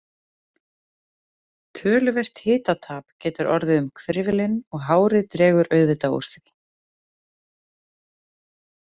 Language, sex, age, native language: Icelandic, female, 30-39, Icelandic